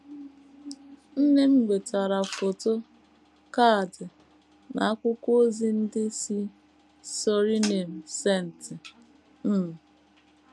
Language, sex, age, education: Igbo, female, 15-29, tertiary